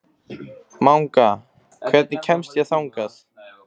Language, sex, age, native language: Icelandic, male, 15, Icelandic